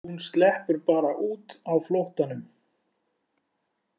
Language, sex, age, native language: Icelandic, male, 40-49, Icelandic